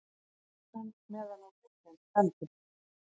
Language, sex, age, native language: Icelandic, female, 40-49, Icelandic